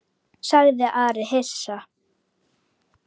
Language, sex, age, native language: Icelandic, female, 10, Icelandic